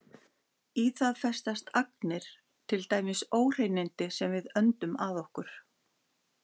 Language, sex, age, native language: Icelandic, female, 60-69, Icelandic